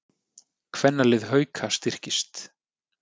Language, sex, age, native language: Icelandic, male, 30-39, Icelandic